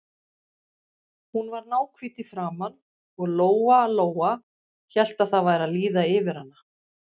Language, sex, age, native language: Icelandic, female, 50-59, Icelandic